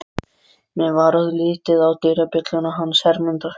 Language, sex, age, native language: Icelandic, other, 13, Icelandic